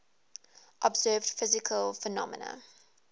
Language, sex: English, female